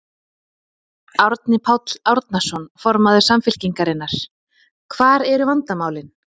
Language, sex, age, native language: Icelandic, female, 30-39, Icelandic